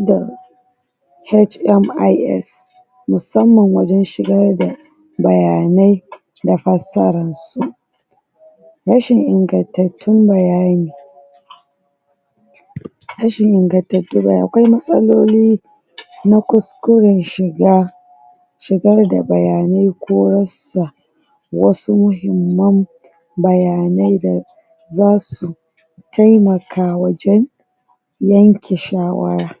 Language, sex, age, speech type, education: Hausa, female, 30-45, spontaneous, tertiary